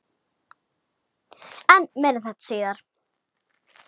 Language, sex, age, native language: Icelandic, male, 7, Icelandic